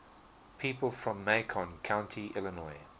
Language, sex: English, male